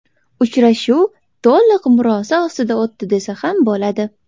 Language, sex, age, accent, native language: Uzbek, female, under 19, Toshkent shahri, Uzbek